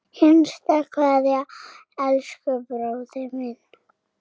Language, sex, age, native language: Icelandic, female, 6, Icelandic